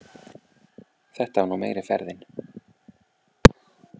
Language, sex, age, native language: Icelandic, male, 40-49, Icelandic